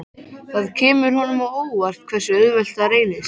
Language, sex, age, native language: Icelandic, male, 13, Icelandic